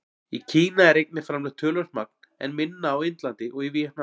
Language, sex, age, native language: Icelandic, male, 40-49, Icelandic